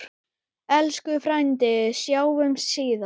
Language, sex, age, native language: Icelandic, male, 8, Icelandic